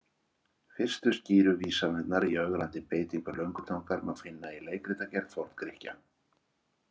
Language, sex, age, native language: Icelandic, male, 40-49, Icelandic